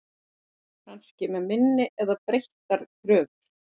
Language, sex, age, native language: Icelandic, female, 50-59, Icelandic